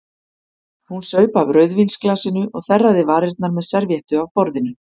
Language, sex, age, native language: Icelandic, female, 50-59, Icelandic